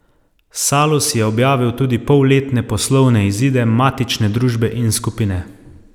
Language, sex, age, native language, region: Slovenian, male, 30-49, Slovenian, Savinja region